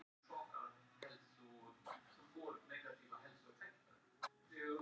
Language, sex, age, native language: Icelandic, male, 50-59, Icelandic